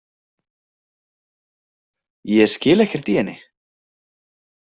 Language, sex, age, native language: Icelandic, male, 20-29, Icelandic